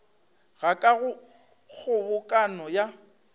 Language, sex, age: Northern Sotho, male, 25